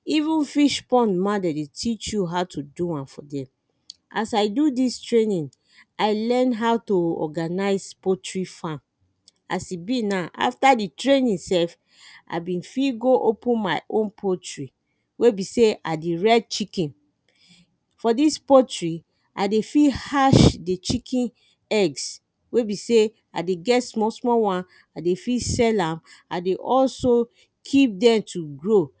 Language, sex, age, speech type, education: Nigerian Pidgin, female, 30-45, spontaneous, secondary